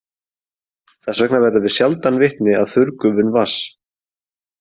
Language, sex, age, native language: Icelandic, male, 20-29, Icelandic